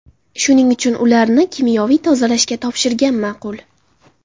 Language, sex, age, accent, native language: Uzbek, female, 18-24, Xorazm, Uzbek